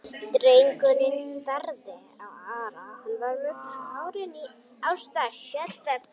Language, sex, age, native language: Icelandic, female, 11, Icelandic